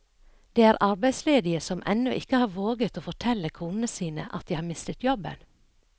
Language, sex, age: Norwegian, female, 57